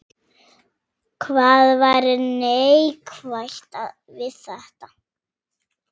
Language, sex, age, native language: Icelandic, female, 8, Icelandic